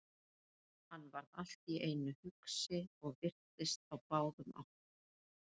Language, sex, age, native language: Icelandic, female, 30-39, Icelandic